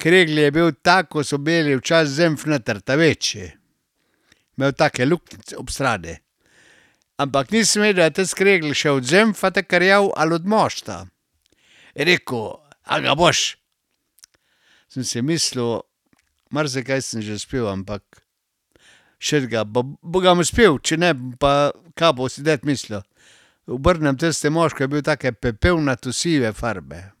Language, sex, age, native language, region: Slovenian, male, 60+, Slovenian, Carinthia region